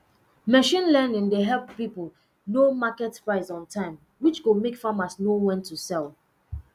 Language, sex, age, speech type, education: Nigerian Pidgin, female, 15-29, spontaneous, secondary